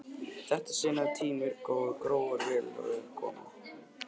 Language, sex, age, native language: Icelandic, male, 20-29, Icelandic